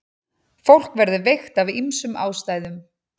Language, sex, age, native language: Icelandic, female, 40-49, Icelandic